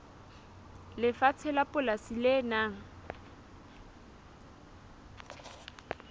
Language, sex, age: Southern Sotho, female, 20